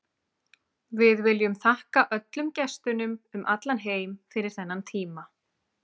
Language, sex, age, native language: Icelandic, female, 30-39, Icelandic